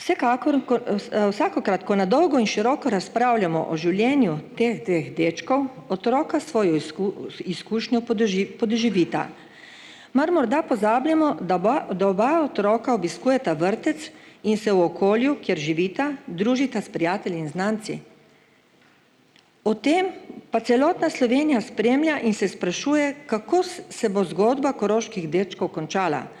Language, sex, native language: Slovenian, female, Slovenian